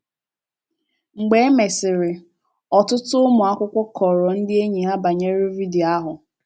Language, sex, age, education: Igbo, female, 15-29, tertiary